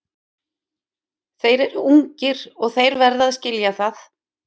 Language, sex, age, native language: Icelandic, female, 50-59, Icelandic